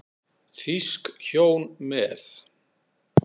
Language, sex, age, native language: Icelandic, male, 60-69, Icelandic